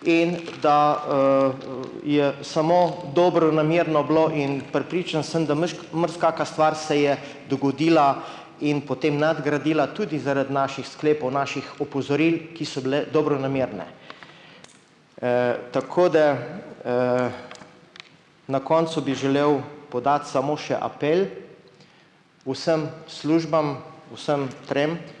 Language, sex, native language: Slovenian, male, Slovenian